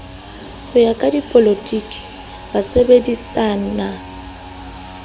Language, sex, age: Southern Sotho, female, 22